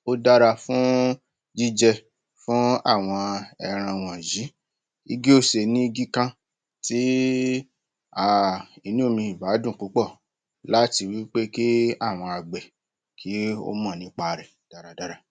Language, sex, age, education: Yoruba, male, 46-60, tertiary